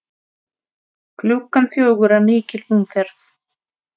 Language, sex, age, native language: Icelandic, female, 30-39, Russian